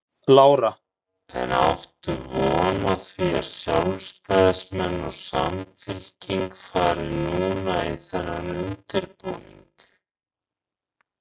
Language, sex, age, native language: Icelandic, male, 40-49, Icelandic